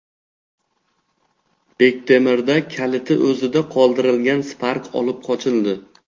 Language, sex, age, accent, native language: Uzbek, male, 18-24, Xorazm, Uzbek